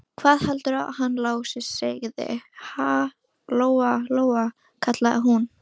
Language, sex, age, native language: Icelandic, female, 13, Russian